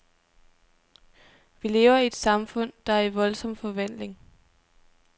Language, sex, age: Danish, female, 23